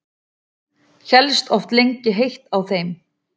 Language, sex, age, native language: Icelandic, female, 40-49, Icelandic